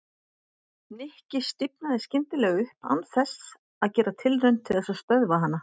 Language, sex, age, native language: Icelandic, female, 40-49, Icelandic